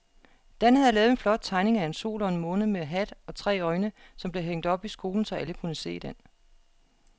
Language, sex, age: Danish, female, 36